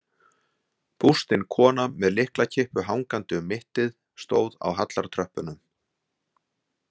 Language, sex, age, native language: Icelandic, male, 60-69, Icelandic